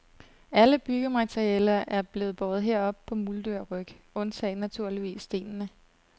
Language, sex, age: Danish, female, 32